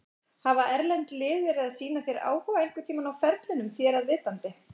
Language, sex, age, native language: Icelandic, female, 40-49, Icelandic